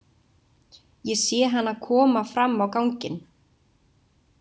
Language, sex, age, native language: Icelandic, female, 20-29, Icelandic